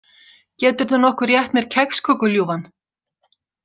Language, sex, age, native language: Icelandic, female, 60-69, Icelandic